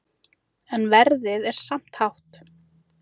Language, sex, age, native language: Icelandic, female, 30-39, Icelandic